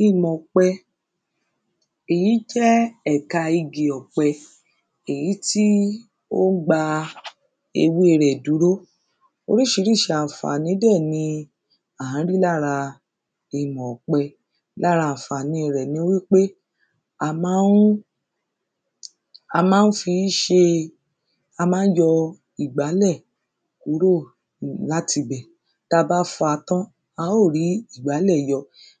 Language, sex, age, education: Yoruba, female, 30-45, secondary